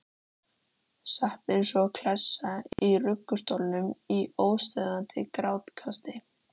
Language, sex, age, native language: Icelandic, female, 13, Icelandic